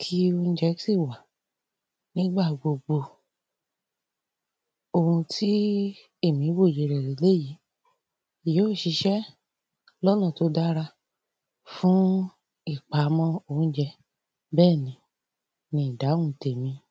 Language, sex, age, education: Yoruba, female, 30-45, tertiary